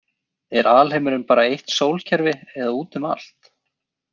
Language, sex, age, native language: Icelandic, male, 20-29, Icelandic